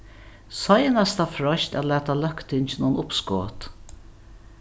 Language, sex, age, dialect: Faroese, female, 61+, Norðuroyggjar